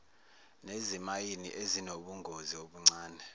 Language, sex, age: Zulu, male, 19